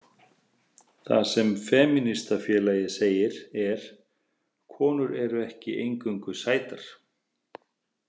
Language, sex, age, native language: Icelandic, male, 30-39, Icelandic